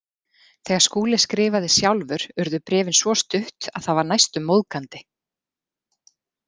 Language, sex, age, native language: Icelandic, female, 40-49, Icelandic